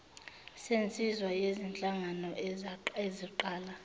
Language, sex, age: Zulu, female, 24